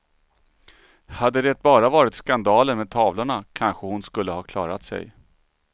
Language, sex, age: Swedish, male, 39